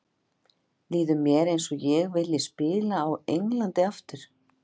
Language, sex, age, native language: Icelandic, female, 50-59, Icelandic